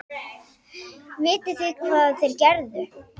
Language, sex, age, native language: Icelandic, female, 8, Icelandic